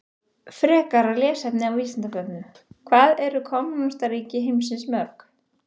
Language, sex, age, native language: Icelandic, female, 30-39, Icelandic